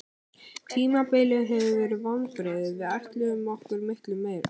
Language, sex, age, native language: Icelandic, male, 18-19, Icelandic